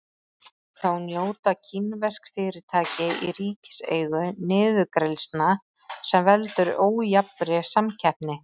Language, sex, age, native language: Icelandic, female, 30-39, Icelandic